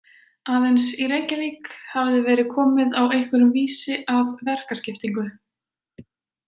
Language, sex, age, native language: Icelandic, female, 20-29, Icelandic